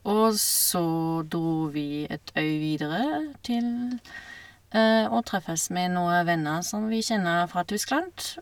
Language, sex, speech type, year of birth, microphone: Norwegian, female, spontaneous, 1971, Shure